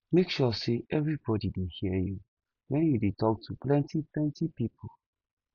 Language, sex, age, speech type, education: Nigerian Pidgin, male, 15-29, spontaneous, tertiary